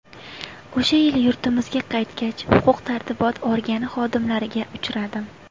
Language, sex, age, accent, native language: Uzbek, female, 19-29, Buxoro, Uzbek